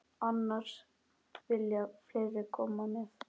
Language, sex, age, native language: Icelandic, male, 10, Icelandic